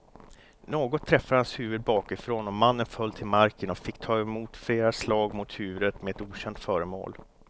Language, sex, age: Swedish, male, 29